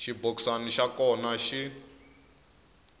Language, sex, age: Tsonga, male, 21